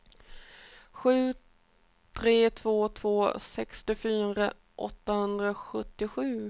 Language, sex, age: Swedish, female, 28